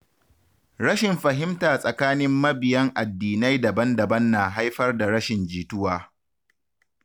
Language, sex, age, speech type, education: Hausa, male, 15-29, read, tertiary